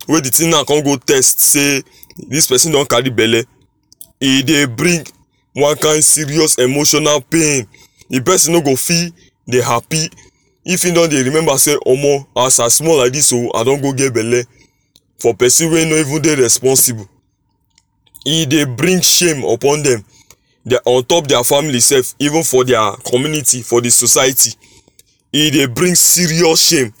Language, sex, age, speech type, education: Nigerian Pidgin, male, 15-29, spontaneous, tertiary